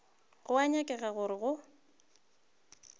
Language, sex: Northern Sotho, female